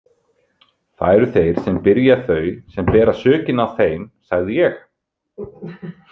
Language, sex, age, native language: Icelandic, male, 30-39, Icelandic